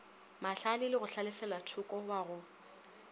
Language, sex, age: Northern Sotho, female, 27